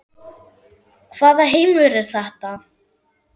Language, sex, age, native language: Icelandic, female, 10, German